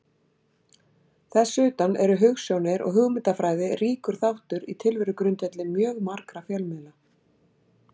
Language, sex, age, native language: Icelandic, female, 60-69, Icelandic